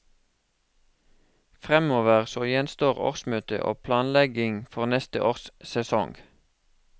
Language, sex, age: Norwegian, male, 36